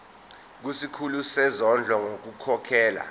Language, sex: Zulu, male